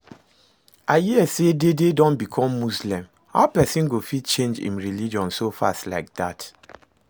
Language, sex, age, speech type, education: Nigerian Pidgin, male, 30-45, read, secondary